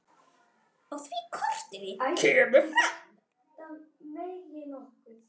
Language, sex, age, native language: Icelandic, male, 9, Icelandic